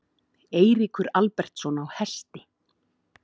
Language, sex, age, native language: Icelandic, female, 30-39, Icelandic